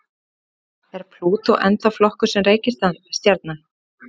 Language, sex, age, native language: Icelandic, female, 30-39, Icelandic